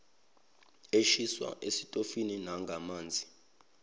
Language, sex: Zulu, male